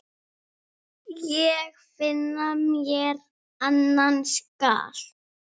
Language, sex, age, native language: Icelandic, female, 7, Icelandic